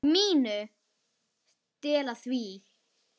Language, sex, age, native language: Icelandic, female, 10, Icelandic